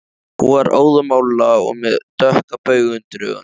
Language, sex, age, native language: Icelandic, male, 13, Icelandic